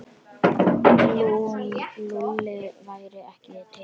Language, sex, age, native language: Icelandic, other, 10, Icelandic